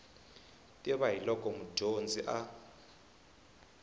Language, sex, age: Tsonga, male, 20